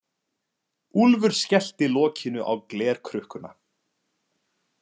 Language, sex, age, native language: Icelandic, male, 20-29, Icelandic